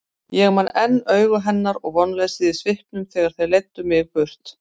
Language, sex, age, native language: Icelandic, female, 50-59, Icelandic